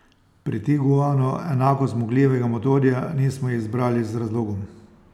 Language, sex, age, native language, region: Slovenian, male, 60+, Slovenian, Posavska region